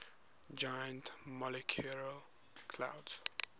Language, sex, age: English, male, 21